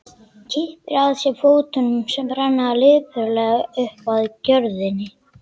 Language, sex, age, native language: Icelandic, male, 11, Icelandic